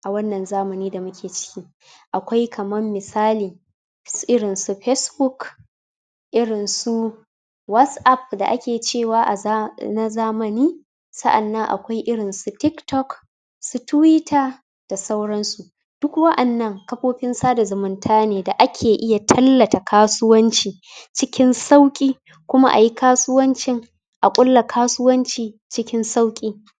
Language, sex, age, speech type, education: Hausa, female, 30-45, spontaneous, tertiary